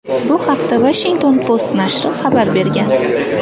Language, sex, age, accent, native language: Uzbek, female, 18-24, Andijon, Uzbek